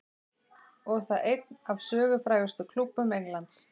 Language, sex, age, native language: Icelandic, female, 20-29, Icelandic